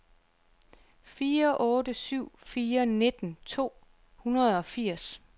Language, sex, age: Danish, female, 34